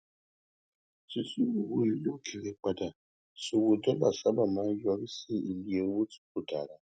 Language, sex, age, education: Yoruba, male, 30-45, tertiary